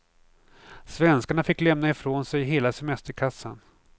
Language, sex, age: Swedish, male, 49